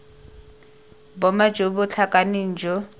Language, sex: Tswana, female